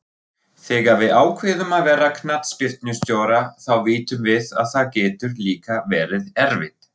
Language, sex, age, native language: Icelandic, male, 40-49, Icelandic